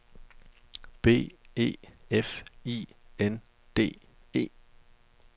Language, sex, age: Danish, male, 32